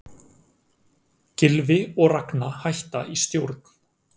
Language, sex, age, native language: Icelandic, male, 30-39, Icelandic